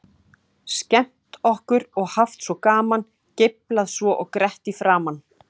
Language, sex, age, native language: Icelandic, female, 18-19, Icelandic